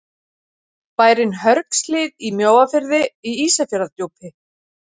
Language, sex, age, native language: Icelandic, female, 40-49, Icelandic